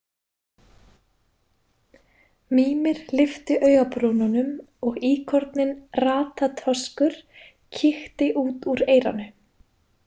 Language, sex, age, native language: Icelandic, female, 20-29, Icelandic